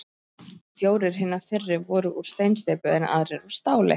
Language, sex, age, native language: Icelandic, female, 13, Icelandic